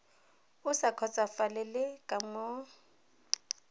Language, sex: Tswana, female